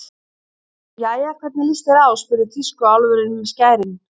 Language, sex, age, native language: Icelandic, female, 30-39, Icelandic